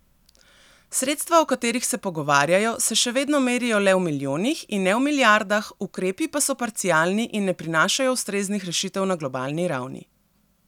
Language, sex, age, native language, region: Slovenian, female, 30-49, Slovenian, Central Slovenia